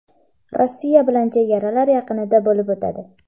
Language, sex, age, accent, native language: Uzbek, female, under 19, Farg'ona, Uzbek